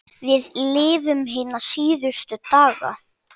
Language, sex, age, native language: Icelandic, male, 7, Icelandic